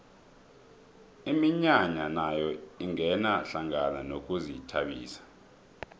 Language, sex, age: South Ndebele, male, 23